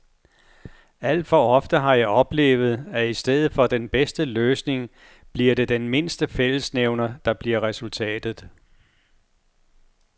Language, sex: Danish, male